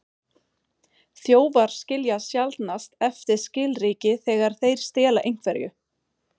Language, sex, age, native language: Icelandic, female, 40-49, Swedish